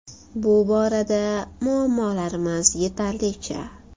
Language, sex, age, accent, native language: Uzbek, female, 18-24, Toshkent shahri, Uzbek